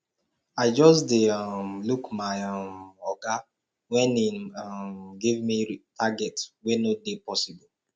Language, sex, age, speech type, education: Nigerian Pidgin, male, 15-29, spontaneous, tertiary